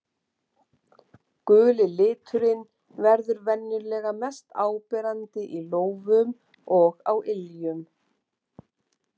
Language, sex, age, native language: Icelandic, female, 40-49, Icelandic